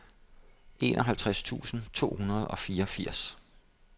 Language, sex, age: Danish, male, 57